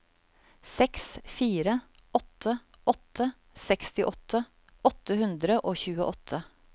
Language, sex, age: Norwegian, female, 35